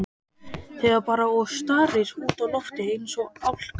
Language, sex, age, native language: Icelandic, male, 12, Icelandic